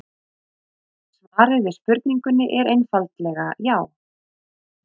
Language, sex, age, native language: Icelandic, female, 30-39, Icelandic